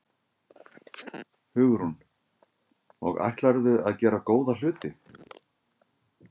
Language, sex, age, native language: Icelandic, male, 50-59, Icelandic